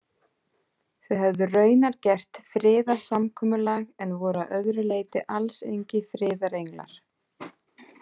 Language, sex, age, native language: Icelandic, female, 30-39, Icelandic